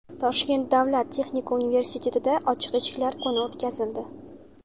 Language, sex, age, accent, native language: Uzbek, female, 19-29, Qashqadaryo, Uzbek